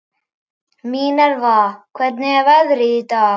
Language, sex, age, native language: Icelandic, male, 11, Icelandic